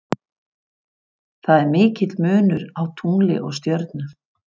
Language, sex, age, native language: Icelandic, female, 50-59, Icelandic